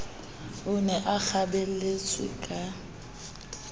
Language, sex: Southern Sotho, female